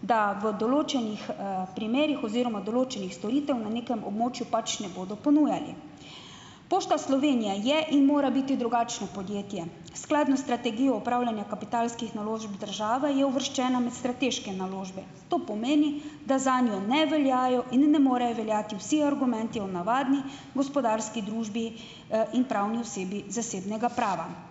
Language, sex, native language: Slovenian, female, Slovenian